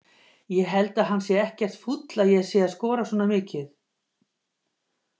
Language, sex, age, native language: Icelandic, female, 50-59, Icelandic